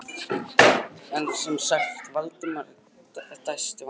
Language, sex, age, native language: Icelandic, male, 20-29, Icelandic